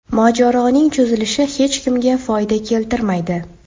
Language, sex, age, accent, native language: Uzbek, female, under 19, Toshkent viloyati, Uzbek